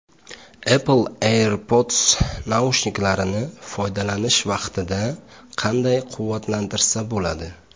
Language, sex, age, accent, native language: Uzbek, male, 25-34, Andijon, Uzbek